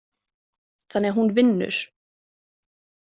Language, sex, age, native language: Icelandic, female, 20-29, Icelandic